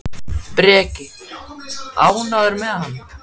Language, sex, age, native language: Icelandic, male, 10, Icelandic